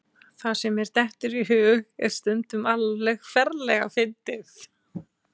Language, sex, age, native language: Icelandic, female, 20-29, Icelandic